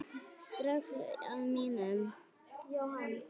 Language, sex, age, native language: Icelandic, female, 9, Icelandic